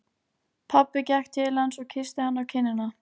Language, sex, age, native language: Icelandic, female, 13, Icelandic